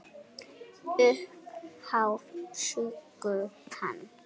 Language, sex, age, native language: Icelandic, female, 7, Icelandic